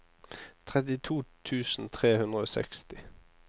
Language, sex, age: Norwegian, male, 26